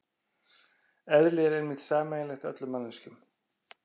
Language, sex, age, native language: Icelandic, male, 50-59, Icelandic